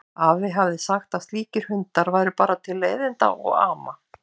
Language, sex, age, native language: Icelandic, female, 50-59, Icelandic